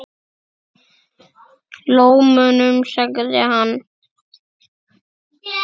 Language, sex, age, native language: Icelandic, male, 6, Icelandic